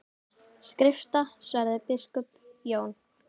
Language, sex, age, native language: Icelandic, female, 18-19, Icelandic